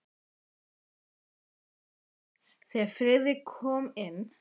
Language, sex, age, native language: Icelandic, female, 11, Icelandic